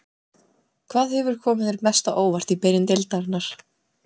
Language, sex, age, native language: Icelandic, female, 20-29, Icelandic